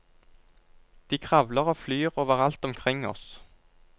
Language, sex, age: Norwegian, male, 22